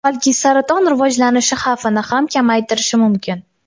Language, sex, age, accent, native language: Uzbek, female, 19-29, Toshkent shahri, Uzbek